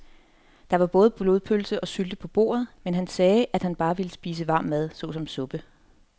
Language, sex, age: Danish, female, 30